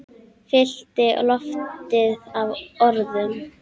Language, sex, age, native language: Icelandic, male, 10, Icelandic